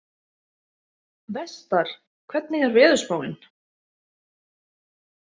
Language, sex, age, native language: Icelandic, female, 30-39, Icelandic